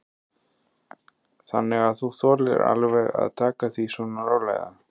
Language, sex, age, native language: Icelandic, male, 30-39, Icelandic